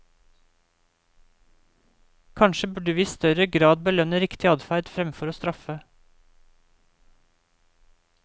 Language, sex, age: Norwegian, male, 28